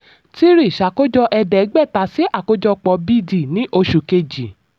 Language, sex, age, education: Yoruba, female, 30-45, tertiary